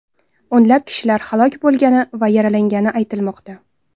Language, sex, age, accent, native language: Uzbek, female, 19-29, Toshkent viloyati, Uzbek